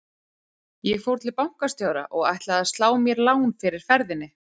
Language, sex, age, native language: Icelandic, female, 30-39, Icelandic